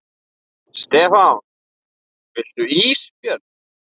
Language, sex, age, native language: Icelandic, male, 9, Icelandic